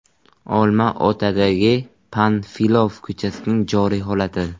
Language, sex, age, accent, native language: Uzbek, male, 18-24, Buxoro, Uzbek